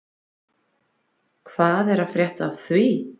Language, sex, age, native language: Icelandic, female, 20-29, Icelandic